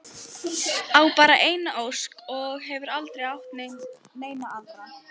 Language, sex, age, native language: Icelandic, female, 12, Icelandic